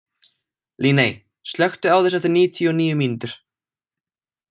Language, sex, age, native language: Icelandic, male, 18-19, Icelandic